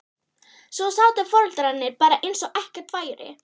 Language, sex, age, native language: Icelandic, female, 13, Icelandic